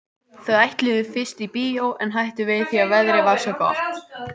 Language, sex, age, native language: Icelandic, female, 18-19, Icelandic